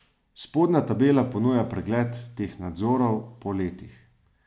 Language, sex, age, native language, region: Slovenian, male, 30-49, Slovenian, Savinja region